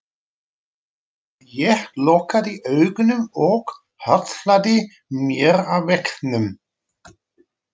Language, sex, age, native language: Icelandic, male, 40-49, Dutch